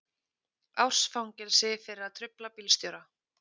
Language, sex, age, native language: Icelandic, female, 30-39, Icelandic